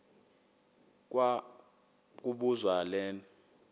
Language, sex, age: Xhosa, male, 22